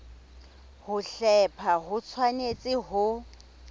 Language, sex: Southern Sotho, female